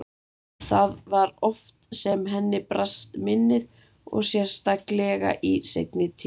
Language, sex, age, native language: Icelandic, female, 30-39, Icelandic